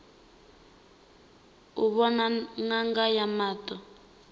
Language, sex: Venda, female